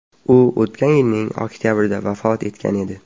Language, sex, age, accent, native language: Uzbek, male, 12-17, Farg'ona, Uzbek